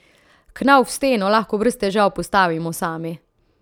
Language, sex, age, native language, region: Slovenian, female, 30-49, Slovenian, Central Slovenia